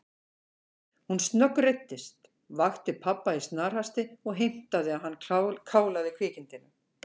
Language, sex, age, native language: Icelandic, female, 50-59, Icelandic